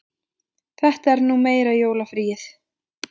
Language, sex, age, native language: Icelandic, female, 20-29, Icelandic